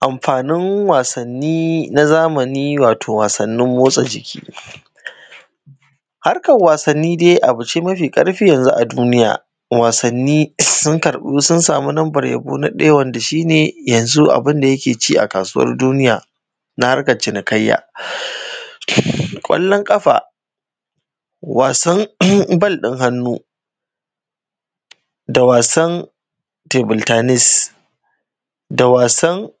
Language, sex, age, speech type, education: Hausa, male, 15-29, spontaneous, primary